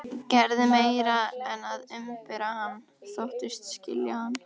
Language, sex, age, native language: Icelandic, female, 14, Icelandic